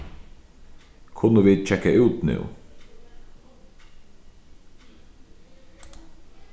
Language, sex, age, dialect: Faroese, male, 36-60, Sandoy